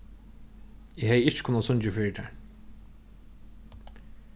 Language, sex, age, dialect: Faroese, male, 15-35, Norðurstreymoy/Eysturoy